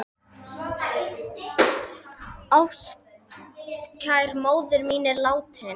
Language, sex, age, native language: Icelandic, female, 8, Icelandic